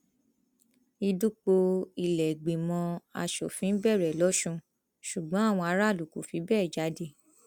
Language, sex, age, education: Yoruba, female, 15-29, tertiary